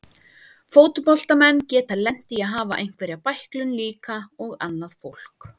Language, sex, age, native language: Icelandic, female, 30-39, Icelandic